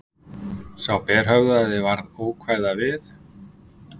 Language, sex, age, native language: Icelandic, male, 50-59, Icelandic